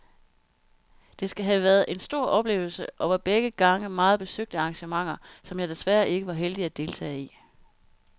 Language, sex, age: Danish, female, 32